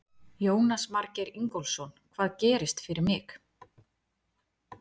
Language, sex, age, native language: Icelandic, female, 30-39, Icelandic